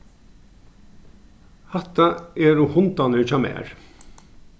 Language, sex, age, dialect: Faroese, male, 36-60, Norðurstreymoy/Eysturoy